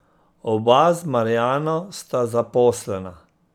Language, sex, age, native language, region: Slovenian, male, 50-59, Slovenian, Central Slovenia